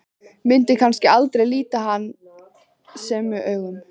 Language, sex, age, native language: Icelandic, female, 15, Icelandic